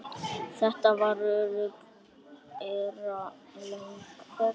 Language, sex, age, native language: Icelandic, male, 9, Icelandic